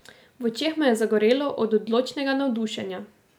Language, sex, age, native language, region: Slovenian, female, 18-29, Slovenian, Drava region